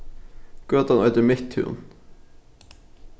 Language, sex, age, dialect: Faroese, male, 15-35, Norðuroyggjar